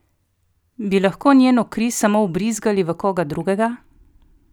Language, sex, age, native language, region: Slovenian, female, 30-49, Slovenian, Coastal Karst region